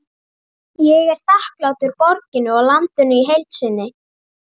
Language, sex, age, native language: Icelandic, female, 30-39, Icelandic